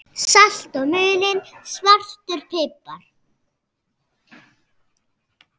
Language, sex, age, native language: Icelandic, female, 6, Icelandic